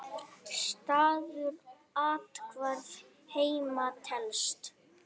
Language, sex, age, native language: Icelandic, male, 8, Icelandic